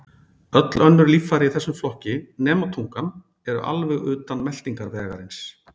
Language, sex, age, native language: Icelandic, male, 40-49, Icelandic